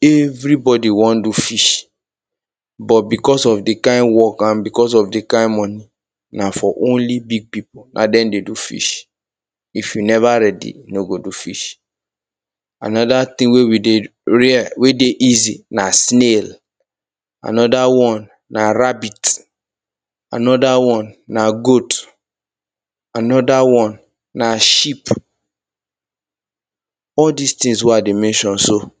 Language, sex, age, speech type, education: Nigerian Pidgin, male, 30-45, spontaneous, tertiary